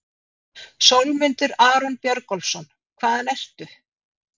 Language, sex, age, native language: Icelandic, female, 50-59, Icelandic